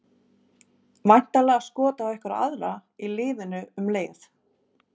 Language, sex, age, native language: Icelandic, female, 30-39, Icelandic